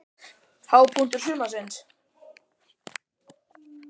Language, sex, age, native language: Icelandic, male, 12, Icelandic